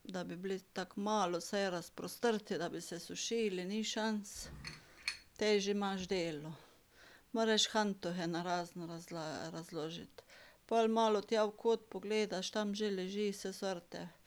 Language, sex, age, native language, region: Slovenian, female, 50-59, Slovenian, Carinthia region